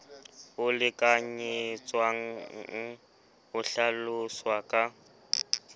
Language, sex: Southern Sotho, male